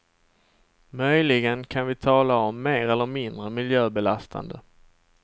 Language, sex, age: Swedish, male, 27